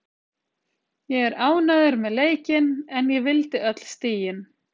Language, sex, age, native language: Icelandic, female, 30-39, Icelandic